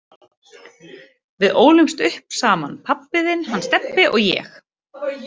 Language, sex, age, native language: Icelandic, female, 30-39, Icelandic